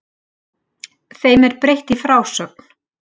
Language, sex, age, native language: Icelandic, female, 60-69, Icelandic